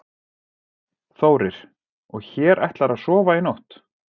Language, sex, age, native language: Icelandic, male, 40-49, Icelandic